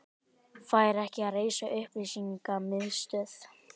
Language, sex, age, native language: Icelandic, male, 18-19, Icelandic